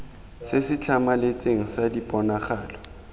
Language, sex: Tswana, male